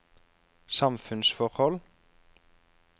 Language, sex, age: Norwegian, male, 34